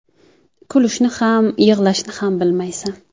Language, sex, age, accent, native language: Uzbek, female, 19-29, Jizzax, Uzbek